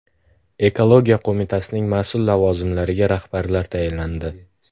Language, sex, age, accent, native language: Uzbek, male, under 19, Farg'ona, Uzbek